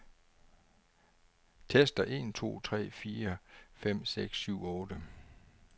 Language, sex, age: Danish, male, 49